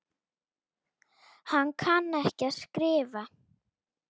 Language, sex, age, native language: Icelandic, female, 9, Icelandic